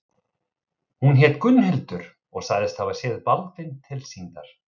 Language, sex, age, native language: Icelandic, male, 30-39, Icelandic